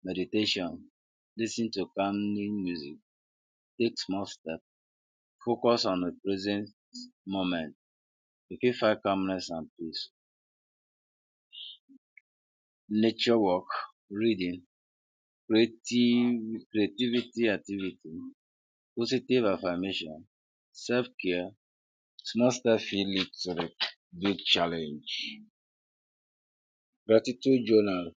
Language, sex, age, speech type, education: Nigerian Pidgin, male, 46-60, spontaneous, secondary